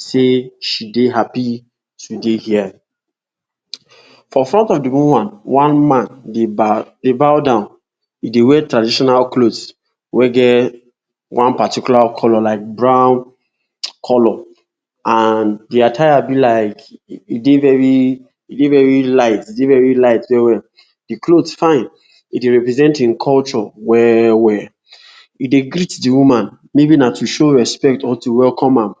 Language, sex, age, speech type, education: Nigerian Pidgin, male, 46-60, spontaneous, tertiary